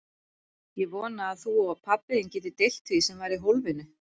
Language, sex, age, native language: Icelandic, female, 40-49, Icelandic